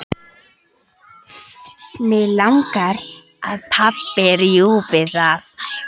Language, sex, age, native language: Icelandic, female, 13, Icelandic